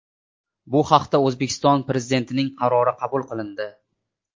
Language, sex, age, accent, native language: Uzbek, male, 25-34, Namangan, Uzbek